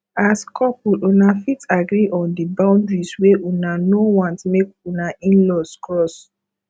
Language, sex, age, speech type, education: Nigerian Pidgin, female, 15-29, spontaneous, tertiary